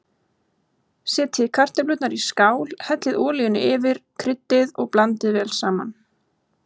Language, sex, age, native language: Icelandic, female, 20-29, Icelandic